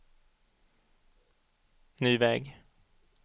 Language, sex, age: Swedish, male, 38